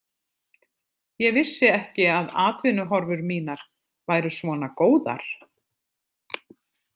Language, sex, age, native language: Icelandic, female, 50-59, Icelandic